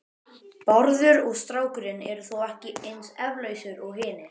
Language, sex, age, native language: Icelandic, male, 12, Icelandic